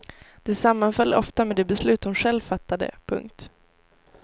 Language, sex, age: Swedish, female, 18